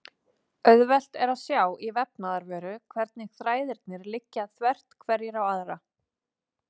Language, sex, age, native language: Icelandic, female, 30-39, Icelandic